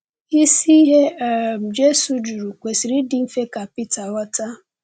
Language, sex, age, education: Igbo, female, 15-29, tertiary